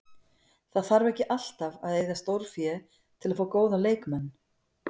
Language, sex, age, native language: Icelandic, female, 50-59, Icelandic